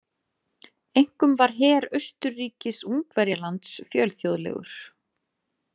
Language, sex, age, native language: Icelandic, female, 30-39, Icelandic